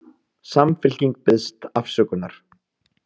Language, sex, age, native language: Icelandic, male, 30-39, Icelandic